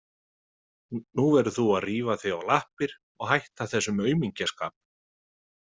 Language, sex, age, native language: Icelandic, male, 30-39, Icelandic